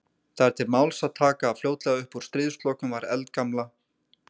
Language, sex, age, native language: Icelandic, male, 30-39, Icelandic